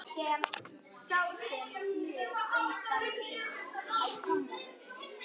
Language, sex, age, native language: Icelandic, other, 10, Icelandic